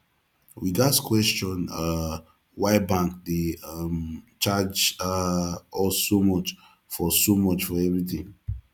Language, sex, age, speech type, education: Nigerian Pidgin, male, 15-29, spontaneous, tertiary